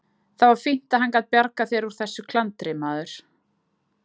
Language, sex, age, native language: Icelandic, female, 20-29, Icelandic